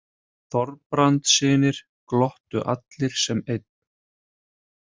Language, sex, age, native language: Icelandic, male, 30-39, Icelandic